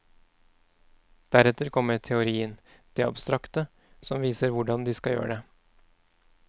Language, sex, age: Norwegian, male, 31